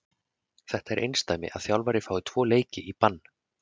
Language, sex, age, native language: Icelandic, male, 30-39, Icelandic